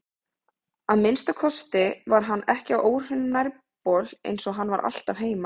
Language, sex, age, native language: Icelandic, female, 30-39, Icelandic